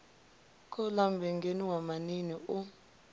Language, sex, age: Venda, female, 25